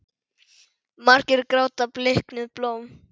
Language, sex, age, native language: Icelandic, female, 10, Icelandic